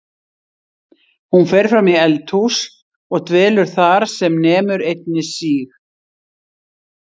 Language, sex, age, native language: Icelandic, female, 60-69, Icelandic